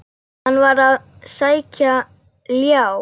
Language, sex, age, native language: Icelandic, female, 8, Icelandic